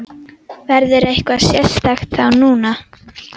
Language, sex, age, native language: Icelandic, female, 10, Icelandic